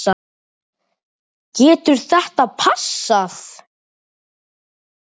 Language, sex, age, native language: Icelandic, male, 7, Icelandic